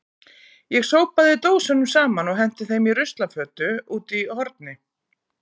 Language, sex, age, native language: Icelandic, female, 40-49, Icelandic